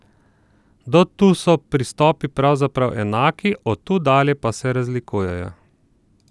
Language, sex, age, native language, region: Slovenian, male, 30-49, Slovenian, Southeast Slovenia